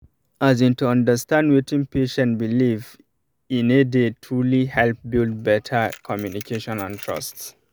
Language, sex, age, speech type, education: Nigerian Pidgin, male, 30-45, spontaneous, tertiary